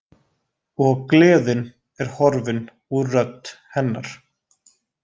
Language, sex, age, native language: Icelandic, male, 20-29, Icelandic